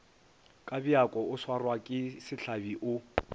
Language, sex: Northern Sotho, male